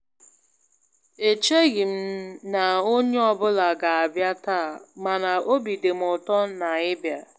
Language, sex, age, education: Igbo, female, 15-29, tertiary